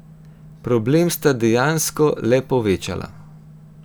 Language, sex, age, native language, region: Slovenian, female, 18-29, Slovenian, Gorenjska region